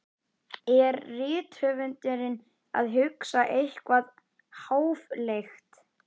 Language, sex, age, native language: Icelandic, male, 11, Icelandic